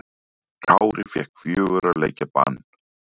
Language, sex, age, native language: Icelandic, male, 40-49, Icelandic